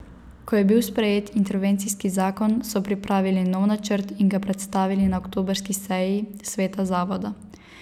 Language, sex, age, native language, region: Slovenian, female, 18-29, Slovenian, Savinja region